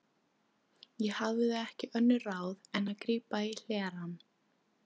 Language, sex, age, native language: Icelandic, female, 13, Polish